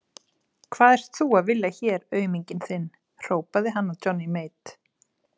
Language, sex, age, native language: Icelandic, female, 30-39, Icelandic